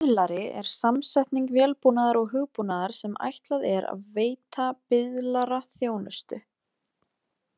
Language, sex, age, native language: Icelandic, female, 20-29, Icelandic